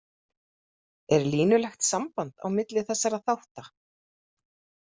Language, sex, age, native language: Icelandic, female, 40-49, Icelandic